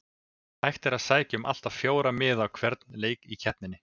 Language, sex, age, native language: Icelandic, male, 20-29, Icelandic